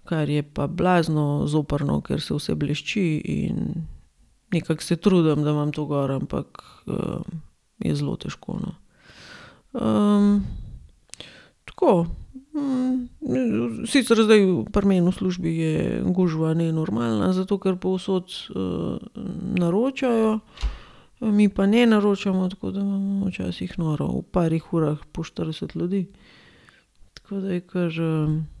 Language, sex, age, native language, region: Slovenian, female, 30-49, Slovenian, Gorenjska region